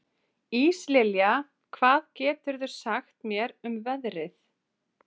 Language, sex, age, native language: Icelandic, female, 30-39, Icelandic